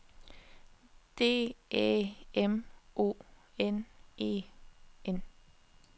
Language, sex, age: Danish, female, 21